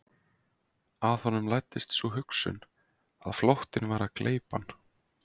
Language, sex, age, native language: Icelandic, male, 20-29, Icelandic